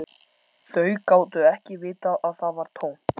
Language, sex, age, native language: Icelandic, male, 14, Icelandic